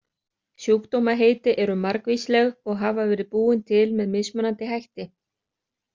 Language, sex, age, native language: Icelandic, other, 30-39, Icelandic